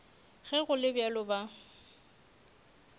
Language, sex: Northern Sotho, female